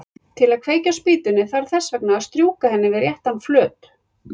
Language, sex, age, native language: Icelandic, female, 40-49, Icelandic